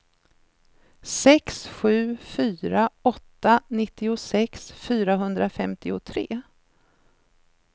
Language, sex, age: Swedish, female, 53